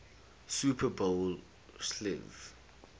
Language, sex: English, male